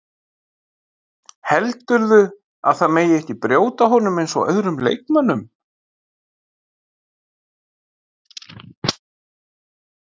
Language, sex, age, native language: Icelandic, male, 50-59, Icelandic